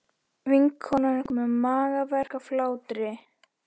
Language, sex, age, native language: Icelandic, male, 13, Icelandic